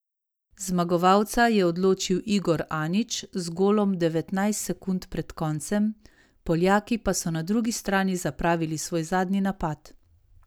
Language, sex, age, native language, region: Slovenian, female, 30-49, Slovenian, Savinja region